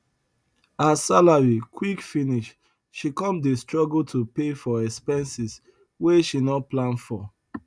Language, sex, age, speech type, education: Nigerian Pidgin, male, 30-45, spontaneous, tertiary